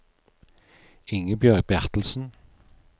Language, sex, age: Norwegian, male, 43